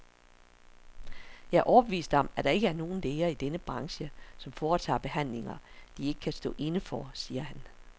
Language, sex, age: Danish, female, 60